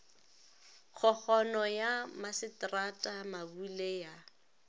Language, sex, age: Northern Sotho, female, 19